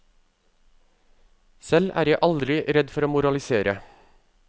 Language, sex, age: Norwegian, male, 35